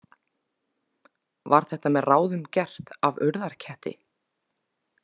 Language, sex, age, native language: Icelandic, female, 20-29, Icelandic